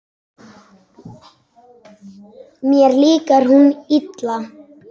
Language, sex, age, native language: Icelandic, female, 10, Icelandic